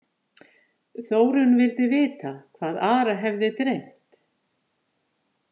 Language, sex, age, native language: Icelandic, female, 50-59, Icelandic